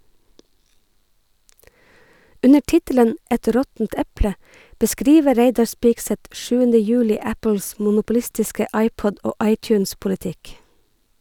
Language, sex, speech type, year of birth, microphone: Norwegian, female, read, 1969, Sennheiser